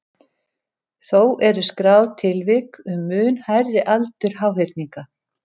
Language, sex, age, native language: Icelandic, female, 70-79, Icelandic